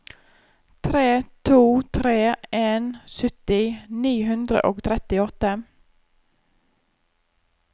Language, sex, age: Norwegian, female, 34